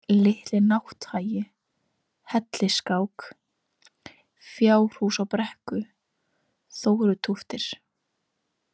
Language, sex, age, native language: Icelandic, female, 18-19, Icelandic